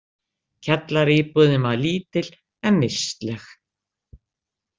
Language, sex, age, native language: Icelandic, female, 60-69, Icelandic